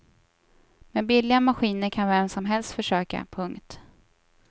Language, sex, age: Swedish, female, 24